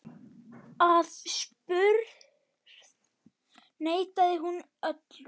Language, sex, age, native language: Icelandic, male, 8, Icelandic